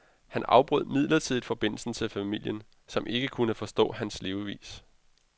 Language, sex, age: Danish, male, 32